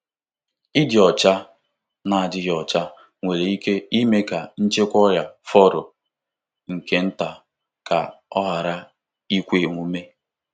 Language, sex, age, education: Igbo, male, 15-29, tertiary